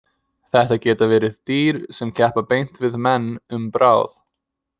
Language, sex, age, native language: Icelandic, male, 20-29, English